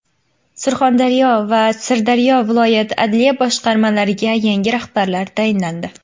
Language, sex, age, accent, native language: Uzbek, female, 19-29, Xorazm, Uzbek